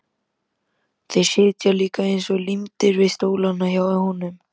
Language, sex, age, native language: Icelandic, male, 13, Icelandic